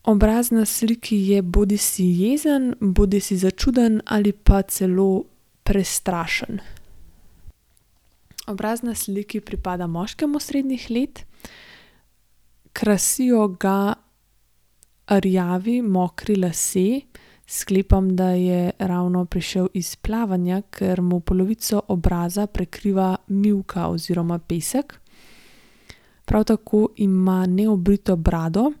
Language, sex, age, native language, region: Slovenian, female, 18-29, Slovenian, Gorenjska region